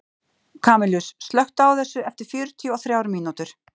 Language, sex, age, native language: Icelandic, female, 50-59, Icelandic